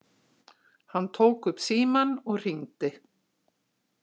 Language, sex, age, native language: Icelandic, female, 60-69, Icelandic